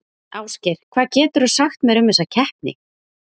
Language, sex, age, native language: Icelandic, female, 30-39, Icelandic